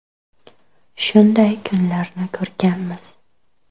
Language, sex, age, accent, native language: Uzbek, female, 19-29, Qoraqalpog'iston, Russian